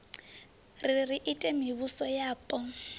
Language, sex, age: Venda, female, 20